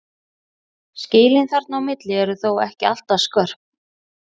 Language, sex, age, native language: Icelandic, female, 40-49, Icelandic